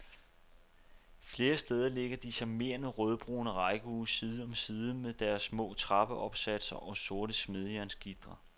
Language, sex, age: Danish, male, 29